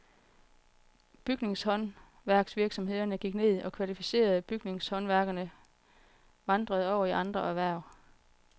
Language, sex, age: Danish, female, 40